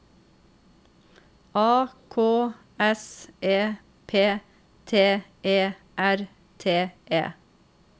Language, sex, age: Norwegian, female, 45